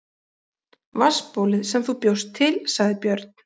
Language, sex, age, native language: Icelandic, female, 40-49, Icelandic